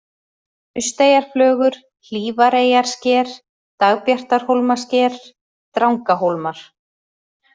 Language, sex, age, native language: Icelandic, female, 30-39, Icelandic